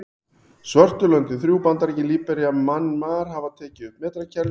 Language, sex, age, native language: Icelandic, male, 40-49, Icelandic